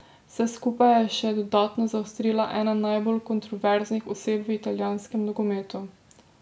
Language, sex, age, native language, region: Slovenian, female, 18-29, Slovenian, Drava region